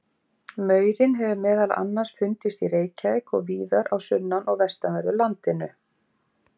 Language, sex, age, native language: Icelandic, female, 50-59, Icelandic